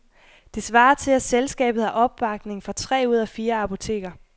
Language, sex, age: Danish, female, 21